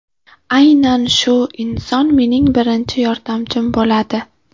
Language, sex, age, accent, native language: Uzbek, female, 12-17, Qashqadaryo, Uzbek